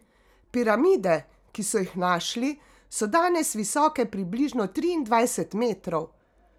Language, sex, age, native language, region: Slovenian, female, 50-59, Slovenian, Carinthia region